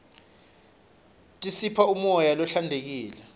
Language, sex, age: Swati, male, 25